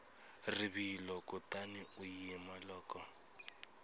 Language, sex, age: Tsonga, male, 26